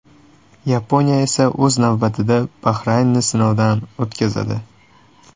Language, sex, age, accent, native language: Uzbek, male, 18-24, Toshkent shahri, Uzbek